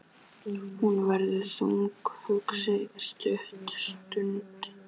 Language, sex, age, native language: Icelandic, female, 11, Icelandic